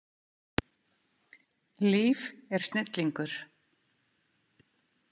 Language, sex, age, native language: Icelandic, female, 50-59, Icelandic